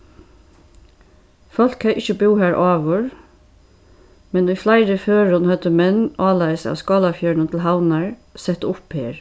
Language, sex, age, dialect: Faroese, female, 36-60, Suðurstreymoy